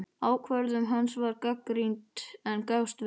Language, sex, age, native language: Icelandic, male, 12, Icelandic